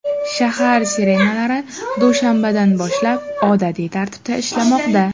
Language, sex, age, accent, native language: Uzbek, female, 18-24, Jizzax, Uzbek